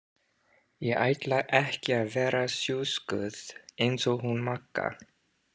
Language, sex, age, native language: Icelandic, male, 30-39, English